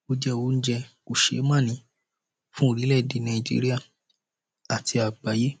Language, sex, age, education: Yoruba, male, 30-45, primary